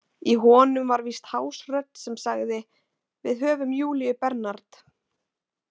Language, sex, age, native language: Icelandic, female, 20-29, Icelandic